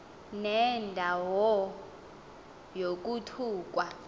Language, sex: Xhosa, female